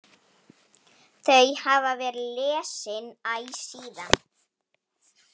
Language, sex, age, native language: Icelandic, female, 18-19, Polish